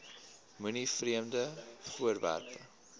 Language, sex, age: Afrikaans, male, 22